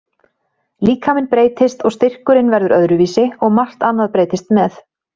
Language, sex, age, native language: Icelandic, female, 30-39, Icelandic